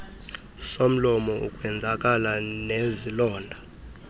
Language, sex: Xhosa, male